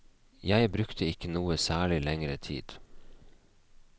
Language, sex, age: Norwegian, male, 29